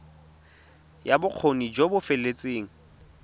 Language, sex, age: Tswana, male, 22